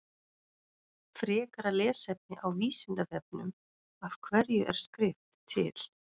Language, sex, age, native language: Icelandic, female, 30-39, Icelandic